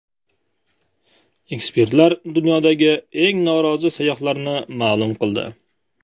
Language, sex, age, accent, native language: Uzbek, male, 18-24, Namangan, Uzbek